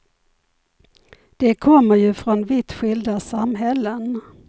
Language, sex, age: Swedish, female, 51